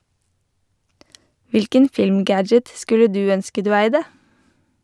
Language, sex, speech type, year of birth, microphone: Norwegian, female, read, 1988, Shure